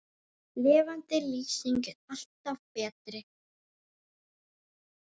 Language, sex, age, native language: Icelandic, female, 9, Icelandic